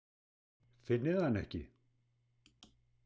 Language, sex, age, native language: Icelandic, male, 60-69, Icelandic